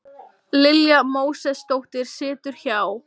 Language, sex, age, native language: Icelandic, female, 20-29, Icelandic